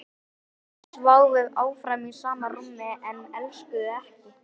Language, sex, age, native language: Icelandic, male, 11, Icelandic